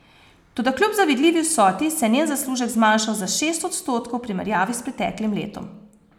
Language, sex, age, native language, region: Slovenian, female, 30-49, Slovenian, Posavska region